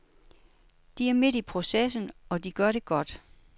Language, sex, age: Danish, female, 61